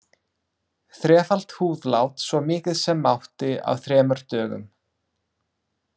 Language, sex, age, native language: Icelandic, male, 30-39, English